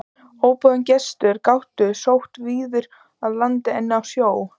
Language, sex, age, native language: Icelandic, female, 14, Icelandic